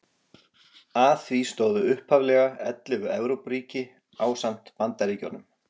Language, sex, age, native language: Icelandic, male, 40-49, Icelandic